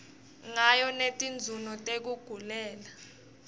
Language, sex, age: Swati, female, 18